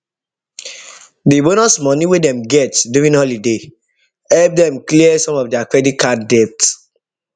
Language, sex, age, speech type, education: Nigerian Pidgin, male, 15-29, spontaneous, tertiary